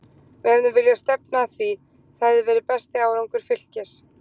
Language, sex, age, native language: Icelandic, female, 20-29, Icelandic